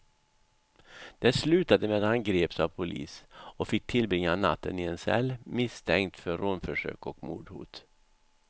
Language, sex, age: Swedish, male, 64